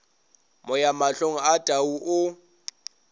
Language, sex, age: Northern Sotho, male, 22